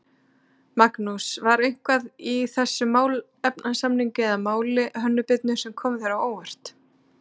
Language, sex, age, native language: Icelandic, female, 30-39, Icelandic